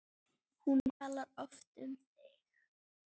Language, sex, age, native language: Icelandic, female, 9, Icelandic